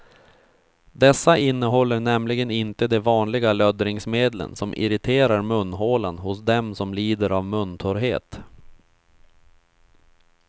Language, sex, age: Swedish, male, 31